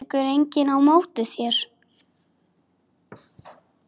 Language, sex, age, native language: Icelandic, female, 7, Icelandic